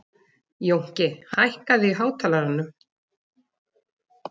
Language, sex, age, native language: Icelandic, female, 40-49, Icelandic